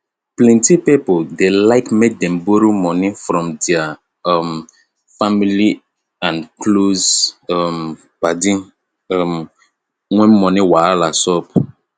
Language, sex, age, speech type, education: Nigerian Pidgin, male, 30-45, spontaneous, tertiary